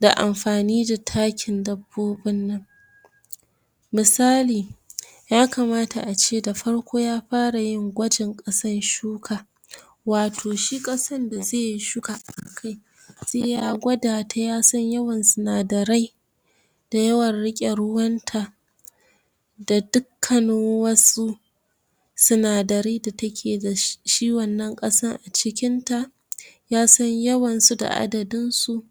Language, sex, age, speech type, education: Hausa, female, 46-60, spontaneous, tertiary